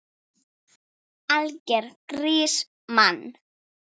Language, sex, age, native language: Icelandic, female, 7, Icelandic